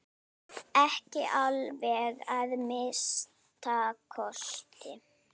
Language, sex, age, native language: Icelandic, female, 9, Icelandic